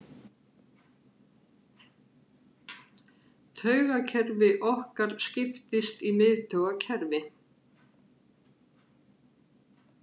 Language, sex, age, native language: Icelandic, female, 50-59, Icelandic